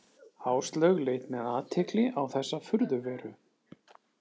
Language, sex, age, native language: Icelandic, male, 40-49, Icelandic